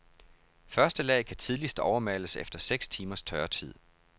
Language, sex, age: Danish, male, 31